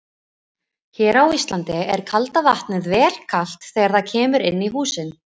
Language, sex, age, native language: Icelandic, female, 20-29, Icelandic